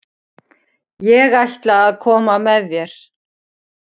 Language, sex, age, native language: Icelandic, female, 50-59, Icelandic